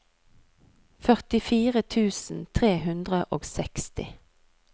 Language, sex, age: Norwegian, female, 39